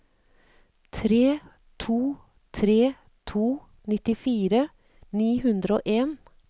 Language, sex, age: Norwegian, female, 39